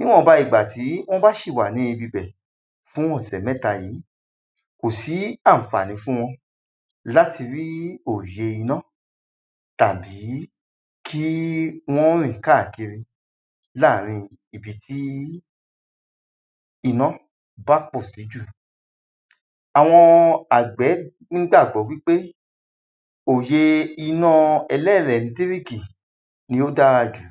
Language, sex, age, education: Yoruba, male, 30-45, secondary